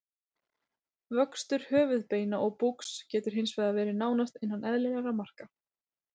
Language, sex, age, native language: Icelandic, female, 30-39, Icelandic